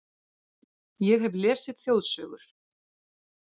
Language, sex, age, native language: Icelandic, female, 40-49, Icelandic